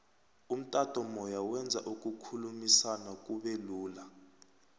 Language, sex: South Ndebele, male